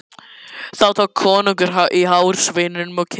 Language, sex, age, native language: Icelandic, male, 11, Icelandic